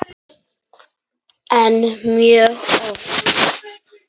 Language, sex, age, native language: Icelandic, male, 9, Icelandic